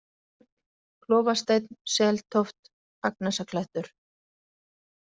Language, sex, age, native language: Icelandic, female, 40-49, Icelandic